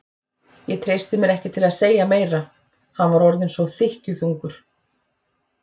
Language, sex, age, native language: Icelandic, female, 40-49, Icelandic